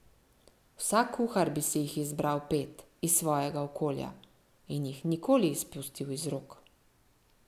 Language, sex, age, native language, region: Slovenian, female, 50-59, Slovenian, Central Slovenia